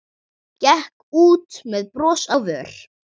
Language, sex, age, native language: Icelandic, male, 40-49, Icelandic